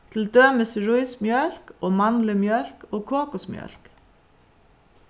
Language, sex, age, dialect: Faroese, female, 36-60, Suðuroy